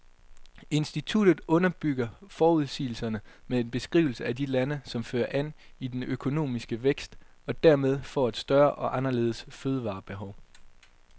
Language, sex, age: Danish, male, 22